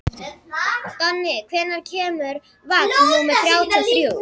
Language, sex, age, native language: Icelandic, female, 11, Icelandic